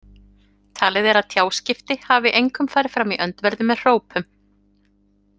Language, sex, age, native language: Icelandic, female, 40-49, Icelandic